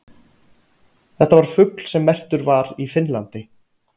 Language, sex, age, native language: Icelandic, male, 30-39, Icelandic